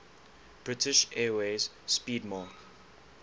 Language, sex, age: English, male, 19